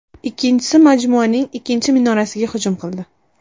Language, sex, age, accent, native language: Uzbek, female, 18-24, Toshkent shahri, Uzbek